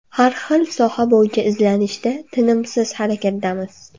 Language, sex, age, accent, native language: Uzbek, female, under 19, Andijon, Uzbek